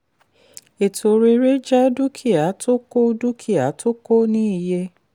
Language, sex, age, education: Yoruba, female, 30-45, tertiary